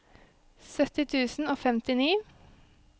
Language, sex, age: Norwegian, female, 23